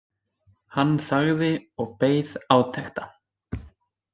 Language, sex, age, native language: Icelandic, male, 20-29, Icelandic